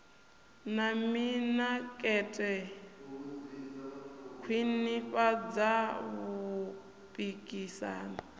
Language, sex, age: Venda, female, 28